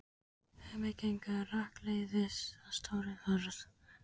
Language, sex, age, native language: Icelandic, male, 13, Icelandic